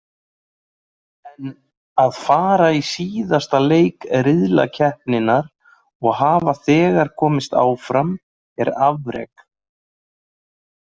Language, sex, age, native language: Icelandic, male, 40-49, Icelandic